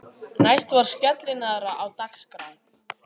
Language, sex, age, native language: Icelandic, male, 18-19, Icelandic